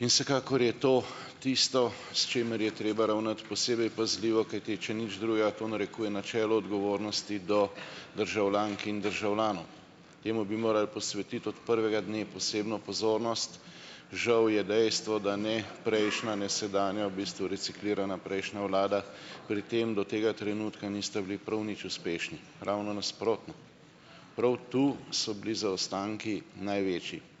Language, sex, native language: Slovenian, male, Slovenian